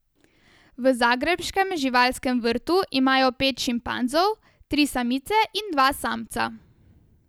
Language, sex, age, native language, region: Slovenian, female, 18-29, Slovenian, Savinja region